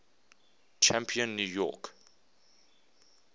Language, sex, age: English, male, 24